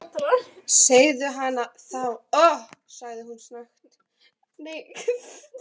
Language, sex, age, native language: Icelandic, female, 13, Icelandic